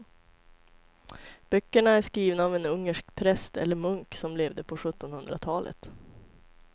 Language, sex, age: Swedish, female, 25